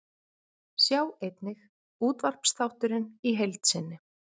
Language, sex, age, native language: Icelandic, female, 40-49, Icelandic